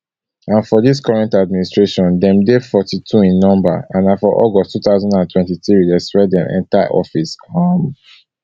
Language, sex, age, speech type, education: Nigerian Pidgin, male, 15-29, spontaneous, tertiary